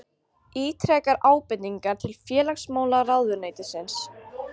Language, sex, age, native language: Icelandic, female, 40-49, Icelandic